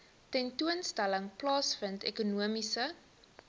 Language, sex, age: Afrikaans, female, 19